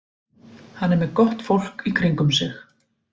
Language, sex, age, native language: Icelandic, female, 40-49, Icelandic